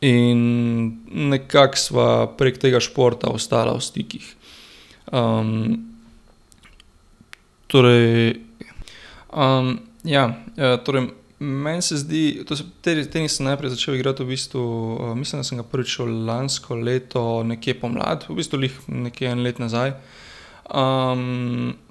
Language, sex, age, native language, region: Slovenian, male, 18-29, Slovenian, Gorenjska region